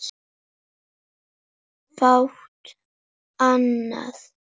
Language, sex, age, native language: Icelandic, male, 8, Icelandic